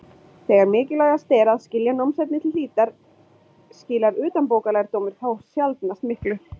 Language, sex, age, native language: Icelandic, female, 20-29, Icelandic